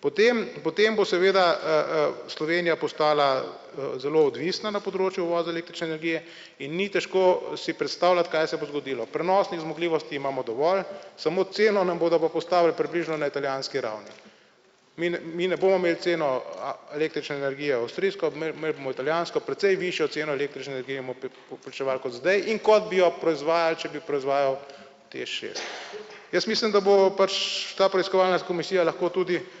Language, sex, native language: Slovenian, male, Slovenian